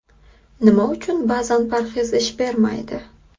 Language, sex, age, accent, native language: Uzbek, female, 25-34, Qashqadaryo, Uzbek